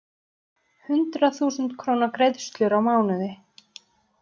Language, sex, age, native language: Icelandic, female, 30-39, Icelandic